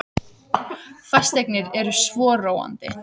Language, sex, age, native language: Icelandic, other, 18-19, Icelandic